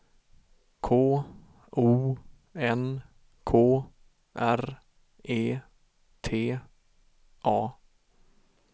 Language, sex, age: Swedish, male, 32